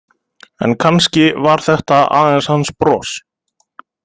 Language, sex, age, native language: Icelandic, male, 30-39, Icelandic